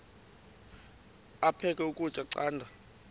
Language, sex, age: Xhosa, female, 28